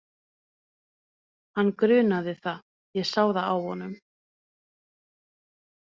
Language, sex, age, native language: Icelandic, female, 30-39, Norwegian